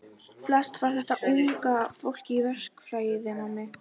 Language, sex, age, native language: Icelandic, female, 12, Icelandic